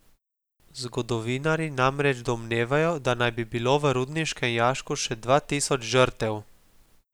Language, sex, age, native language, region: Slovenian, male, 18-29, Slovenian, Gorica region